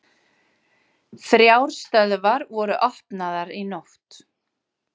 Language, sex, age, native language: Icelandic, female, 40-49, Icelandic